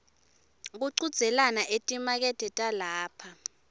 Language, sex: Swati, female